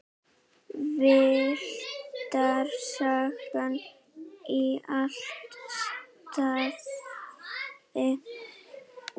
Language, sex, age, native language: Icelandic, female, 9, Icelandic